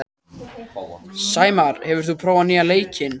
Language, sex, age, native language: Icelandic, male, 14, Icelandic